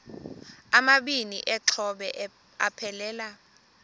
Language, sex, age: Xhosa, female, 20